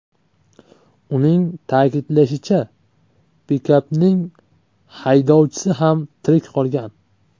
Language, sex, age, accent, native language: Uzbek, male, 25-34, Namangan, Uzbek